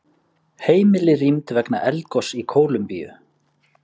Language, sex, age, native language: Icelandic, male, 30-39, Icelandic